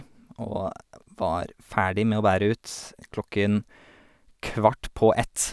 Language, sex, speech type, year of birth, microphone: Norwegian, male, spontaneous, 1988, Sennheiser